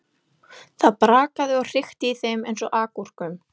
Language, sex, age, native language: Icelandic, female, 11, Icelandic